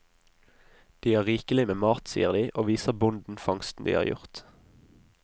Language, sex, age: Norwegian, male, 20